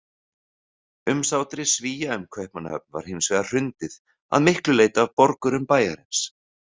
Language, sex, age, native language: Icelandic, male, 40-49, Icelandic